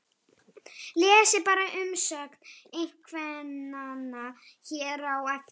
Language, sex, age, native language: Icelandic, male, 11, Icelandic